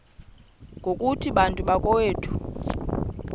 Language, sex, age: Xhosa, female, 28